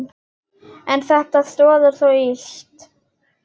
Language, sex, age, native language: Icelandic, female, 10, Icelandic